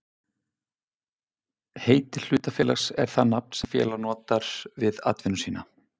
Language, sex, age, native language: Icelandic, male, 50-59, Icelandic